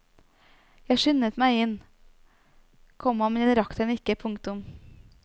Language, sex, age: Norwegian, female, 29